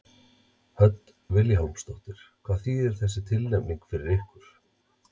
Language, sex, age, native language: Icelandic, male, 30-39, Icelandic